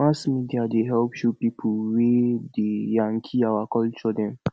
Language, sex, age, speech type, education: Nigerian Pidgin, male, 46-60, spontaneous, tertiary